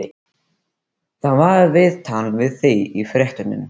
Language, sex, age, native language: Icelandic, male, 13, Icelandic